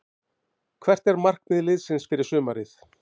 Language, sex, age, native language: Icelandic, male, 50-59, Icelandic